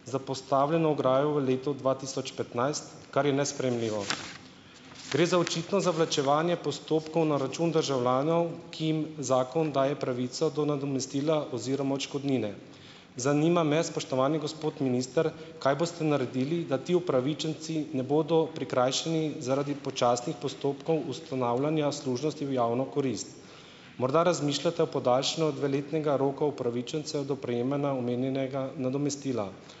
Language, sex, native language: Slovenian, male, Slovenian